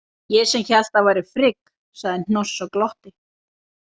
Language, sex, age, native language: Icelandic, female, 30-39, Icelandic